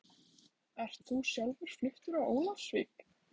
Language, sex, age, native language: Icelandic, female, 15, Icelandic